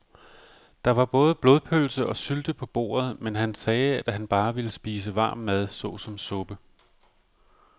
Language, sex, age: Danish, male, 45